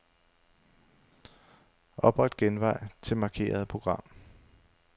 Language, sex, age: Danish, male, 35